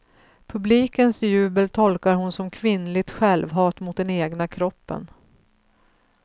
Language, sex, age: Swedish, female, 35